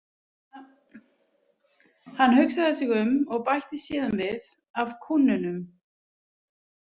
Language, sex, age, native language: Icelandic, female, 40-49, Icelandic